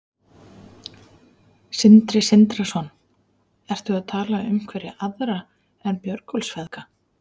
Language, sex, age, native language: Icelandic, female, 40-49, Icelandic